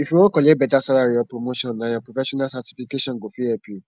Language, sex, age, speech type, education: Nigerian Pidgin, male, 15-29, spontaneous, tertiary